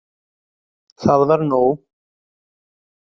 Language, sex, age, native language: Icelandic, male, 30-39, Icelandic